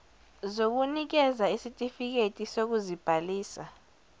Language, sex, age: Zulu, female, 17